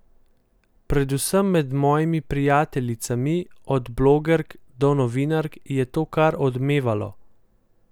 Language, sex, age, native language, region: Slovenian, male, 18-29, Slovenian, Central Slovenia